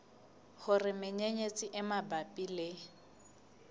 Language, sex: Southern Sotho, female